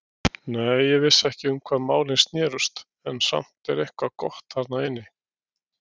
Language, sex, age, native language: Icelandic, male, 60-69, Icelandic